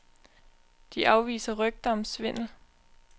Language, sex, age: Danish, female, 20